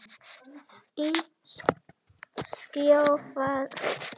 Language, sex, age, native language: Icelandic, female, 40-49, Icelandic